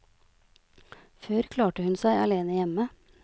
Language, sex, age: Norwegian, female, 46